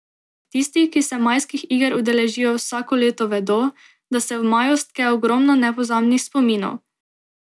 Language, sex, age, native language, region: Slovenian, female, 18-29, Slovenian, Drava region